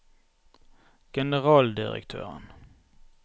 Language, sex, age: Norwegian, male, 32